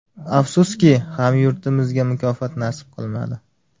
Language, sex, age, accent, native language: Uzbek, male, 19-29, Farg'ona, Uzbek